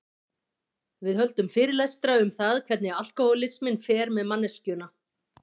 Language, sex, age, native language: Icelandic, female, 50-59, Icelandic